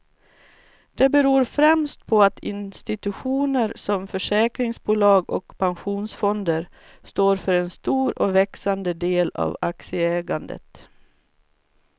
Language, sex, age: Swedish, female, 44